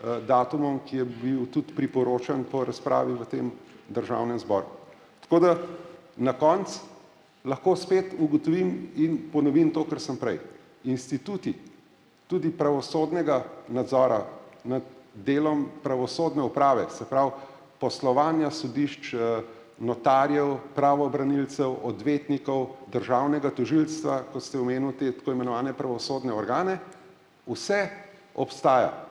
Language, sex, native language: Slovenian, male, Slovenian